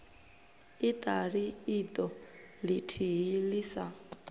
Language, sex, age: Venda, female, 23